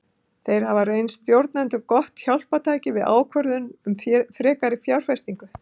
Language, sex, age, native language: Icelandic, female, 50-59, Icelandic